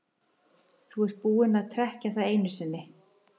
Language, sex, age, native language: Icelandic, female, 11, Icelandic